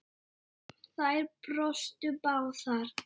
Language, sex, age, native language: Icelandic, male, 6, Icelandic